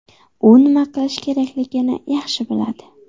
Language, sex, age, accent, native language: Uzbek, female, 18-24, Xorazm, Uzbek